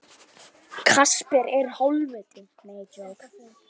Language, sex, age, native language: Icelandic, male, 10, Icelandic